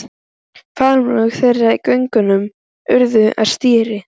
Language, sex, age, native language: Icelandic, male, 11, Icelandic